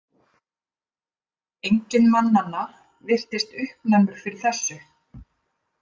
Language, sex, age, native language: Icelandic, female, 50-59, Icelandic